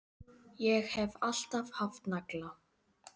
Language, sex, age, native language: Icelandic, female, 10, Icelandic